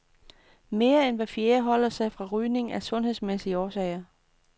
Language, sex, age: Danish, female, 29